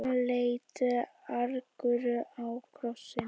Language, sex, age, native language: Icelandic, female, 18-19, Icelandic